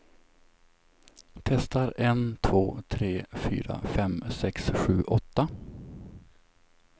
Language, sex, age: Swedish, male, 27